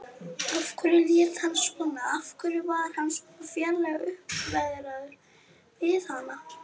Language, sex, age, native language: Icelandic, female, 40-49, Icelandic